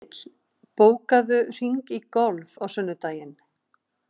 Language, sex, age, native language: Icelandic, female, 50-59, Icelandic